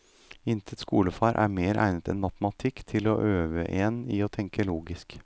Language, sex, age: Norwegian, male, 38